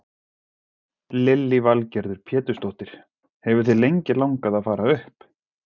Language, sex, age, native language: Icelandic, male, 40-49, Icelandic